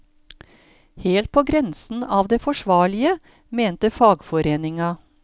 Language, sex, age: Norwegian, female, 53